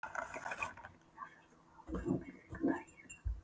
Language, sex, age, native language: Icelandic, female, 12, Polish